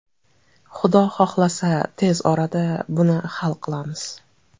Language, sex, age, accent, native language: Uzbek, female, 35+, Toshkent viloyati, Uzbek